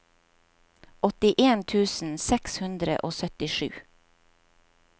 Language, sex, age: Norwegian, female, 50